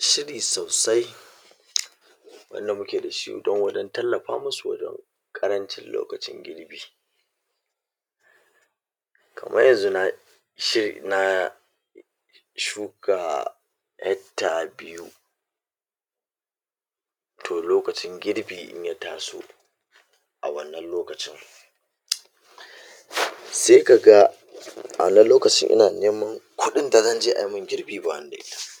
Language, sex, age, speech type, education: Hausa, male, 46-60, spontaneous, tertiary